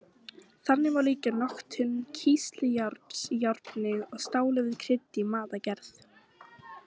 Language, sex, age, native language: Icelandic, female, 18-19, Icelandic